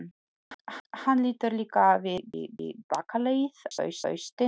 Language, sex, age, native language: Icelandic, female, 40-49, Polish